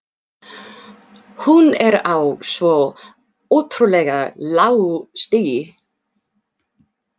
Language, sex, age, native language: Icelandic, female, 40-49, English